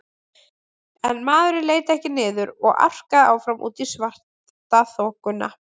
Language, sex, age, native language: Icelandic, female, 20-29, Icelandic